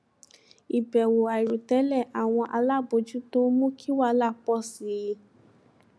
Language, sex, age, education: Yoruba, female, 15-29, tertiary